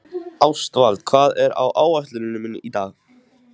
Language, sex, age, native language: Icelandic, male, 14, Icelandic